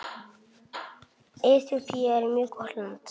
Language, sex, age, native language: Icelandic, male, 8, Icelandic